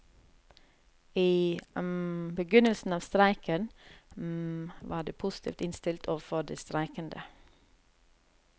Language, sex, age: Norwegian, female, 30